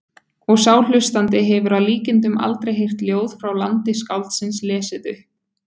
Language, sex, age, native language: Icelandic, female, 20-29, Icelandic